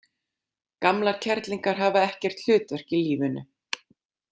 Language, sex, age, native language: Icelandic, female, 40-49, Icelandic